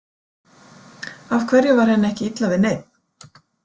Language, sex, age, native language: Icelandic, female, 40-49, Icelandic